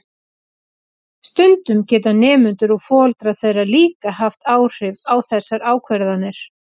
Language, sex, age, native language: Icelandic, female, 40-49, Icelandic